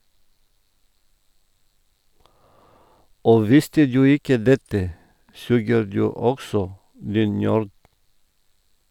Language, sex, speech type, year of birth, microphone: Norwegian, male, read, 1958, Sennheiser